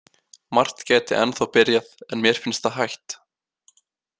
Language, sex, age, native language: Icelandic, male, 18-19, Icelandic